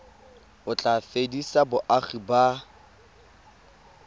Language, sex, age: Tswana, male, 19